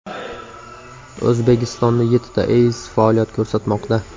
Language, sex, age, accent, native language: Uzbek, male, 18-24, Andijon, Uzbek